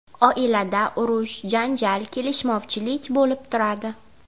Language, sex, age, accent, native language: Uzbek, female, 18-24, Navoiy, Uzbek